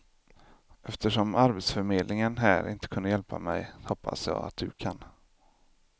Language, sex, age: Swedish, male, 25